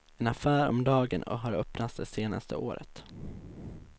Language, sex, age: Swedish, male, 19